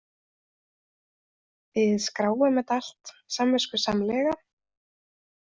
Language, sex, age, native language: Icelandic, female, 30-39, Icelandic